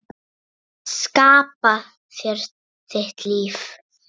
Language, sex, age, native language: Icelandic, male, 8, Icelandic